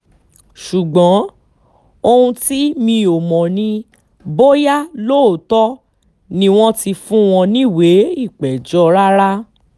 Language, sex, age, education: Yoruba, female, 15-29, tertiary